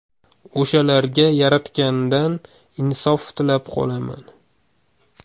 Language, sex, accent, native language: Uzbek, male, Farg'ona, Uzbek